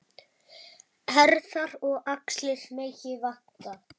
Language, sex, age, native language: Icelandic, female, 10, Icelandic